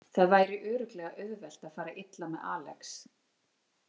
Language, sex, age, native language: Icelandic, female, 40-49, Icelandic